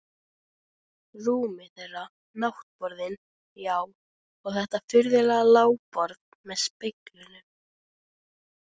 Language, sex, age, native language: Icelandic, female, 13, Icelandic